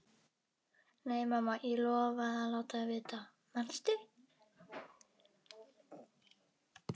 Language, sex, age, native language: Icelandic, female, 11, Icelandic